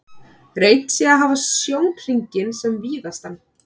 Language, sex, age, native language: Icelandic, female, 30-39, Icelandic